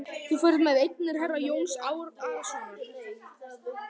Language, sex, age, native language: Icelandic, male, 11, Icelandic